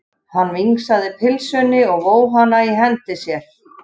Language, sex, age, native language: Icelandic, male, 11, Icelandic